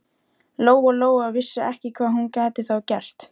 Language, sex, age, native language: Icelandic, female, 13, Icelandic